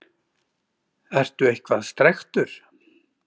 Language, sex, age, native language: Icelandic, male, 40-49, Icelandic